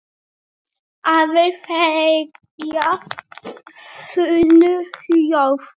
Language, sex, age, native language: Icelandic, male, 8, Icelandic